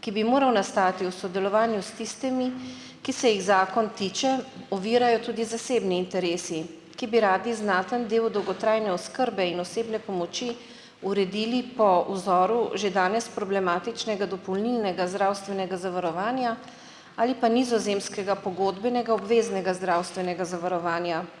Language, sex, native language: Slovenian, female, Slovenian